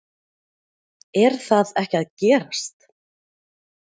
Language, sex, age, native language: Icelandic, female, 40-49, Icelandic